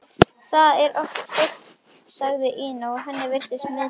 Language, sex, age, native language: Icelandic, female, 11, Icelandic